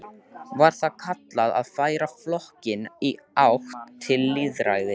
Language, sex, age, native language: Icelandic, male, 13, Icelandic